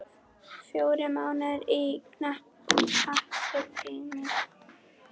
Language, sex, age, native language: Icelandic, female, 10, Icelandic